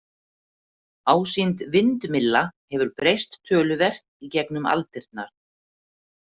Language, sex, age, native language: Icelandic, female, 50-59, Icelandic